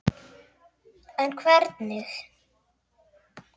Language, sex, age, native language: Icelandic, male, 8, Icelandic